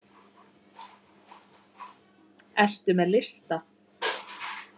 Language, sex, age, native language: Icelandic, female, 30-39, Icelandic